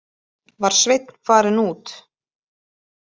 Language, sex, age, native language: Icelandic, female, 20-29, Icelandic